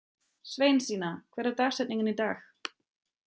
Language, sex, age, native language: Icelandic, female, 30-39, German